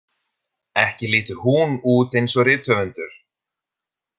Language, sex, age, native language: Icelandic, male, 30-39, Icelandic